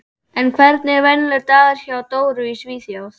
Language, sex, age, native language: Icelandic, male, 12, Icelandic